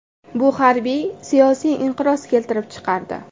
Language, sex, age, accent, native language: Uzbek, female, 18-24, Andijon, Uzbek